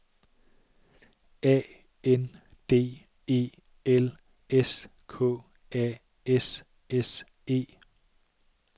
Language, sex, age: Danish, male, 37